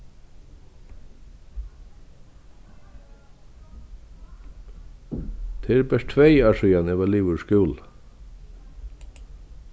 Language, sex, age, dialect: Faroese, male, 36-60, Vágar